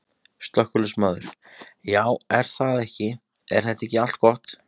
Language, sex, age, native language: Icelandic, male, 30-39, Icelandic